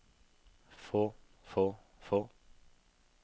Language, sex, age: Norwegian, male, 32